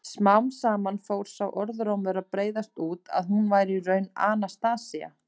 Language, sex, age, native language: Icelandic, female, 30-39, Icelandic